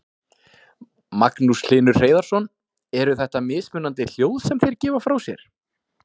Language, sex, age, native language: Icelandic, male, 40-49, Icelandic